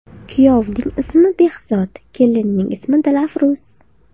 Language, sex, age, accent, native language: Uzbek, female, 18-24, Farg'ona, Uzbek